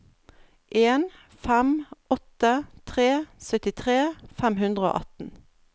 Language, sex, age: Norwegian, female, 32